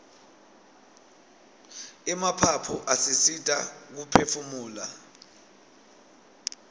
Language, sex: Swati, male